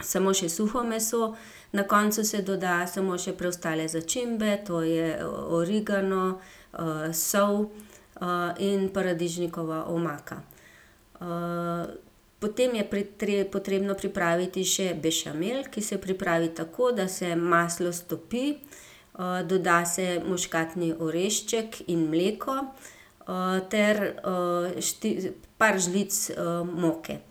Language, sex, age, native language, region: Slovenian, female, 50-59, Slovenian, Gorenjska region